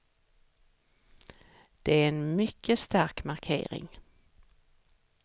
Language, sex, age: Swedish, female, 44